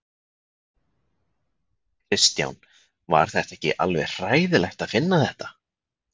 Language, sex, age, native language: Icelandic, male, 20-29, Icelandic